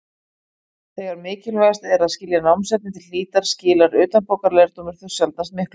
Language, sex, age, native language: Icelandic, female, 40-49, Icelandic